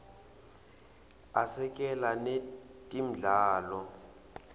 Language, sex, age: Swati, male, 18